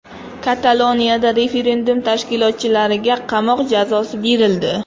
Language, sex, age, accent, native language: Uzbek, female, 25-34, Qashqadaryo, Uzbek